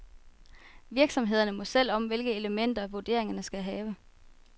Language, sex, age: Danish, female, 24